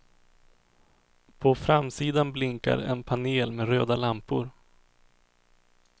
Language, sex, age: Swedish, male, 24